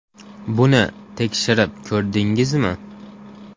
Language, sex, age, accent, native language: Uzbek, male, 18-24, Farg'ona, Uzbek